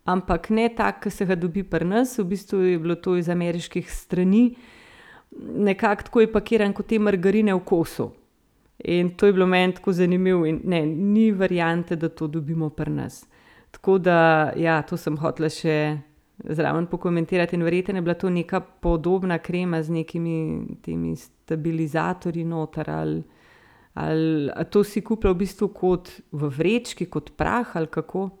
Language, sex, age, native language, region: Slovenian, female, 30-49, Slovenian, Central Slovenia